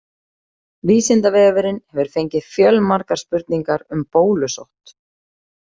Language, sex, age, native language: Icelandic, female, 40-49, Icelandic